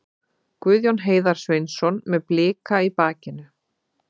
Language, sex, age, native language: Icelandic, female, 30-39, Icelandic